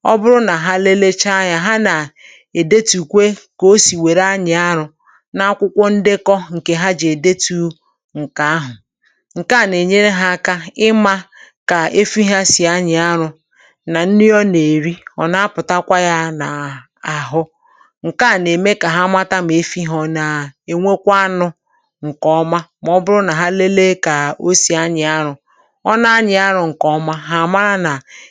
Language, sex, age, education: Igbo, female, 60+, tertiary